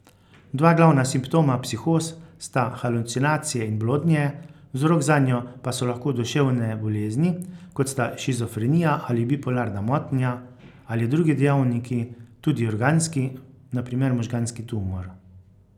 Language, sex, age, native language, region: Slovenian, male, 50-59, Slovenian, Carinthia region